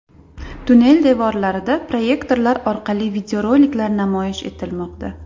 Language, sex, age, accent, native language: Uzbek, female, 25-34, Andijon, Uzbek